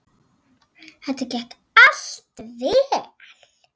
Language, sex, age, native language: Icelandic, female, 7, Icelandic